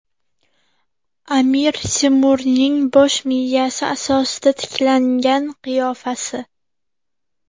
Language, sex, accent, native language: Uzbek, female, Farg'ona, Uzbek